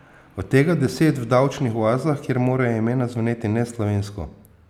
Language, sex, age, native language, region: Slovenian, male, 50-59, Slovenian, Posavska region